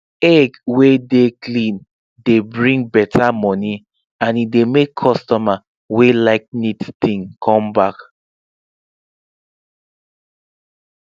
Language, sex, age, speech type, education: Nigerian Pidgin, male, 15-29, spontaneous, tertiary